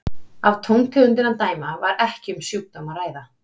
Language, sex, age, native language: Icelandic, female, 30-39, Icelandic